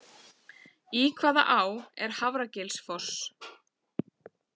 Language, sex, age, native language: Icelandic, female, 40-49, Icelandic